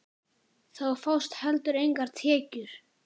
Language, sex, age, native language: Icelandic, male, 9, Icelandic